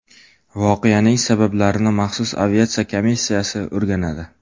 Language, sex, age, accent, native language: Uzbek, male, 18-24, Farg'ona, Uzbek